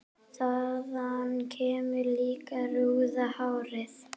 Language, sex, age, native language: Icelandic, female, 7, Icelandic